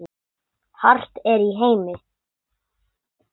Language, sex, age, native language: Icelandic, male, 9, English